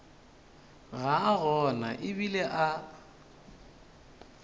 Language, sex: Northern Sotho, male